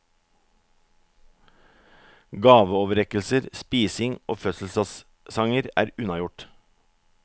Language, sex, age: Norwegian, male, 44